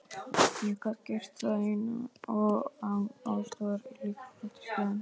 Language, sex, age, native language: Icelandic, male, 12, Icelandic